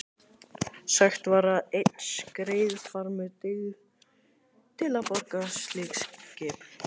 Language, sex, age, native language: Icelandic, male, 18-19, Icelandic